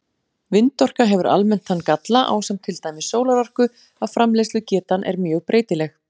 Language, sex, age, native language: Icelandic, female, 40-49, Icelandic